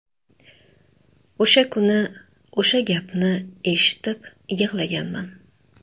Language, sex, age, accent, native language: Uzbek, female, 25-34, Toshkent shahri, Uzbek